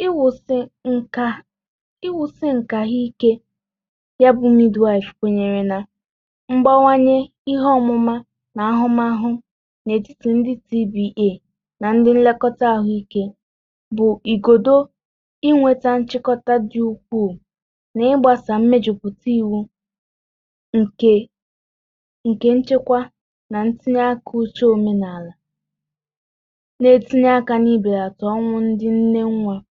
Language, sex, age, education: Igbo, female, 30-45, tertiary